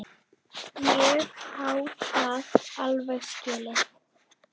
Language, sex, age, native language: Icelandic, female, 10, Icelandic